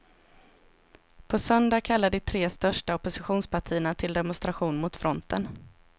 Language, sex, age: Swedish, female, 26